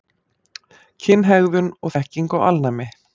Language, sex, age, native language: Icelandic, female, 40-49, Icelandic